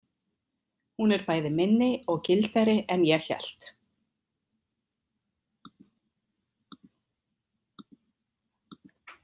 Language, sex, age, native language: Icelandic, female, 50-59, Icelandic